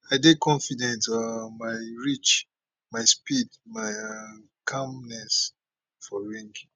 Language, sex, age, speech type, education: Nigerian Pidgin, male, 30-45, spontaneous, tertiary